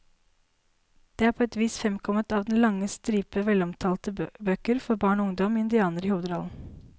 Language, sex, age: Norwegian, female, 19